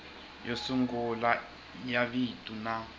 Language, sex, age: Tsonga, male, 21